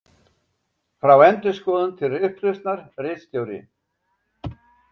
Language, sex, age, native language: Icelandic, male, 70-79, Icelandic